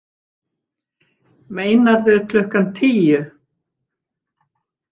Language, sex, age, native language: Icelandic, female, 60-69, Icelandic